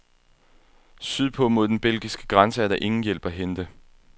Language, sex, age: Danish, male, 21